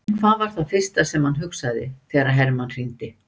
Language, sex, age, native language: Icelandic, female, 60-69, Icelandic